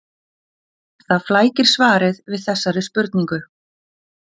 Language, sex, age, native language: Icelandic, female, 40-49, Icelandic